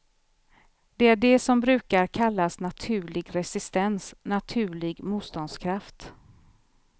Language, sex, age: Swedish, female, 43